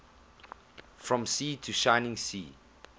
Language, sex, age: English, male, 24